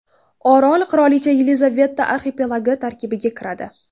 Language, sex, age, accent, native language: Uzbek, female, under 19, Toshkent viloyati, Uzbek